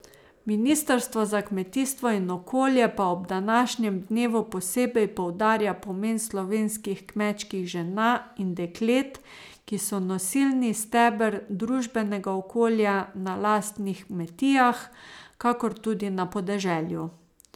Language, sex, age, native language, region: Slovenian, female, 30-49, Slovenian, Savinja region